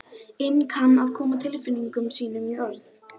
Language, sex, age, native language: Icelandic, female, 12, Icelandic